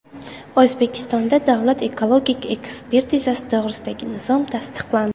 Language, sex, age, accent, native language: Uzbek, female, 19-29, Buxoro, Uzbek